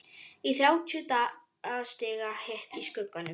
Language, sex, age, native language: Icelandic, female, 11, Icelandic